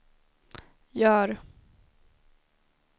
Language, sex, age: Swedish, female, 19